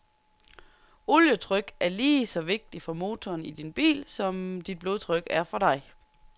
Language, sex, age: Danish, female, 30